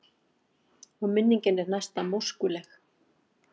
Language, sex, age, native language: Icelandic, female, 40-49, Icelandic